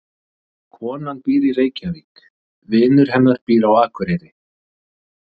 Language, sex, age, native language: Icelandic, male, 30-39, Icelandic